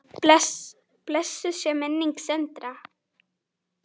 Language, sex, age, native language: Icelandic, female, 9, Icelandic